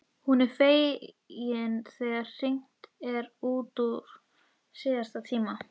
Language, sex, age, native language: Icelandic, female, 13, Icelandic